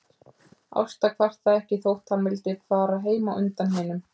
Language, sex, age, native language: Icelandic, female, 30-39, Icelandic